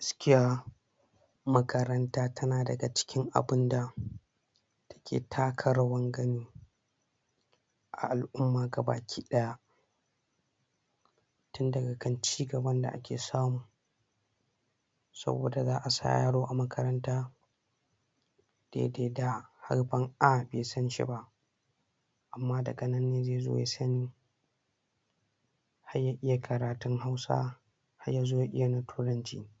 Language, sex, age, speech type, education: Hausa, male, 60+, spontaneous, tertiary